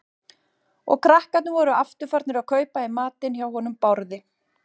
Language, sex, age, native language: Icelandic, female, 40-49, Icelandic